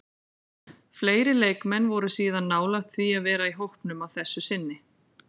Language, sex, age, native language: Icelandic, female, 40-49, Icelandic